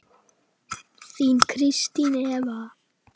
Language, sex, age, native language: Icelandic, male, 10, Icelandic